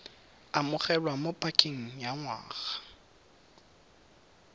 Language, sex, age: Tswana, male, 18